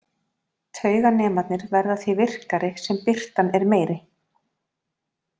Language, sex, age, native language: Icelandic, female, 40-49, Icelandic